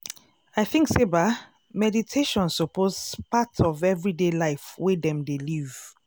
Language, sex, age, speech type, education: Nigerian Pidgin, female, 30-45, spontaneous, tertiary